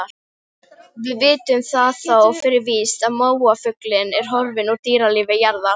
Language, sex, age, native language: Icelandic, female, 18-19, Icelandic